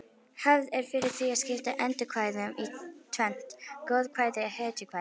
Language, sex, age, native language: Icelandic, female, 50-59, Icelandic